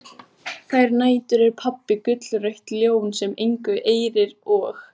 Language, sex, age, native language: Icelandic, female, 14, Icelandic